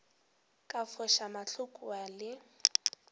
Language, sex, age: Northern Sotho, female, 18